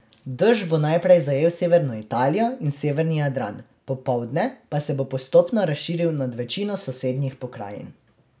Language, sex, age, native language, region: Slovenian, male, 18-29, Slovenian, Drava region